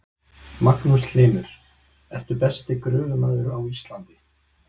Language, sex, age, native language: Icelandic, male, 20-29, Icelandic